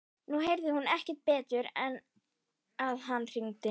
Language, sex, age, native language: Icelandic, female, 12, Icelandic